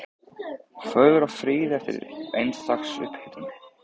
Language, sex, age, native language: Icelandic, male, 13, Icelandic